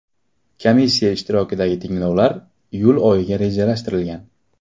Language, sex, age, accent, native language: Uzbek, male, 18-24, Qashqadaryo, Uzbek